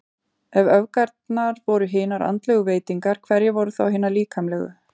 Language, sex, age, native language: Icelandic, female, 40-49, Icelandic